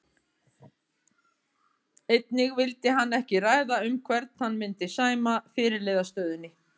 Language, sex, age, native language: Icelandic, female, 50-59, Icelandic